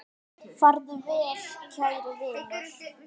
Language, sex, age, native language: Icelandic, male, 10, Icelandic